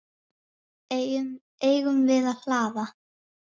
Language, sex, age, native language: Icelandic, female, 10, Icelandic